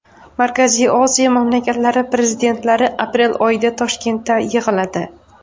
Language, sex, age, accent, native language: Uzbek, female, 19-29, Farg'ona, Uzbek